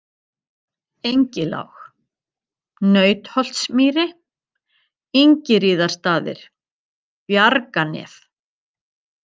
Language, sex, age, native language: Icelandic, female, 50-59, Icelandic